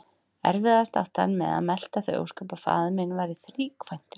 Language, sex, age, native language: Icelandic, female, 40-49, Icelandic